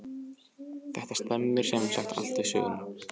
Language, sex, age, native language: Icelandic, male, 14, Icelandic